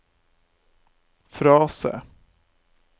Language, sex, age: Norwegian, male, 28